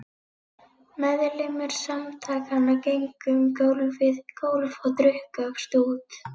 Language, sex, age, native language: Icelandic, female, 11, Icelandic